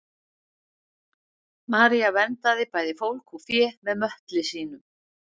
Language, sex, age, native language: Icelandic, female, 60-69, Icelandic